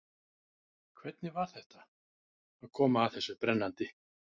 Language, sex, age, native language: Icelandic, male, 50-59, Icelandic